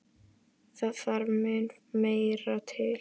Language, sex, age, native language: Icelandic, female, 10, Icelandic